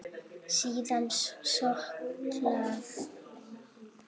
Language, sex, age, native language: Icelandic, female, 8, Icelandic